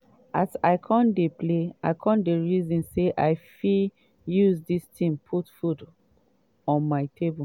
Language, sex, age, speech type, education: Nigerian Pidgin, female, 30-45, spontaneous, tertiary